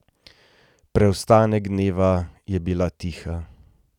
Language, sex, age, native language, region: Slovenian, male, 30-49, Slovenian, Gorenjska region